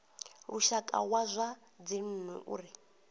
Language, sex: Venda, female